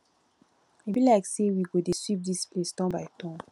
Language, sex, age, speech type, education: Nigerian Pidgin, female, 15-29, spontaneous, tertiary